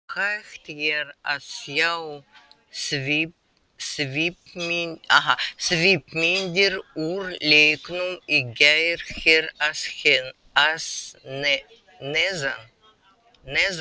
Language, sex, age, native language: Icelandic, female, 80-89, Russian